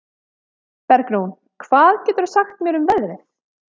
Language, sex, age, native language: Icelandic, female, 30-39, Icelandic